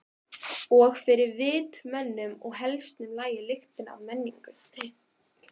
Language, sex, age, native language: Icelandic, female, 12, Icelandic